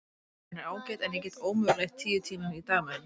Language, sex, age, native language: Icelandic, female, 30-39, Icelandic